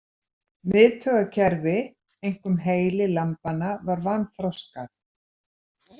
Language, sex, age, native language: Icelandic, female, 70-79, Icelandic